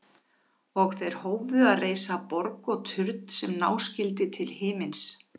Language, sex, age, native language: Icelandic, female, 50-59, Icelandic